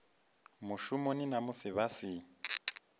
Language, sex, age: Venda, male, 25